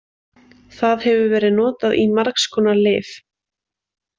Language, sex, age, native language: Icelandic, female, 20-29, Icelandic